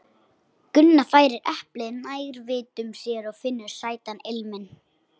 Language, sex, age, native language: Icelandic, female, 60-69, Icelandic